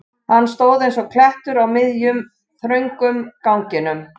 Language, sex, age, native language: Icelandic, male, 11, Icelandic